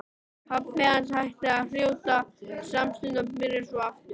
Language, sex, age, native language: Icelandic, male, 13, Icelandic